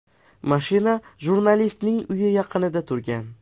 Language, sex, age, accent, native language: Uzbek, male, 12-17, Farg'ona, Uzbek